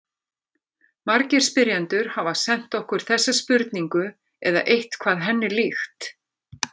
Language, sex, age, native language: Icelandic, female, 50-59, Icelandic